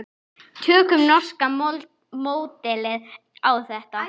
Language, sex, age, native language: Icelandic, female, 10, Icelandic